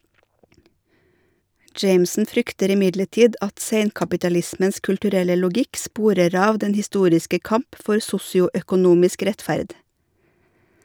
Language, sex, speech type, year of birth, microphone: Norwegian, female, read, 1970, Shure